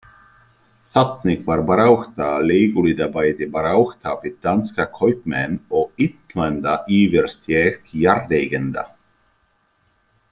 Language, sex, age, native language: Icelandic, male, 30-39, Icelandic